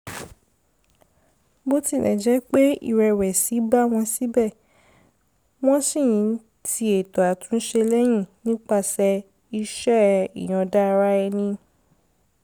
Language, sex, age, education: Yoruba, female, 15-29, secondary